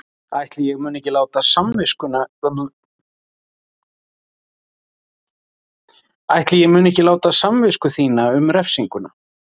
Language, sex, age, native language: Icelandic, male, 40-49, Icelandic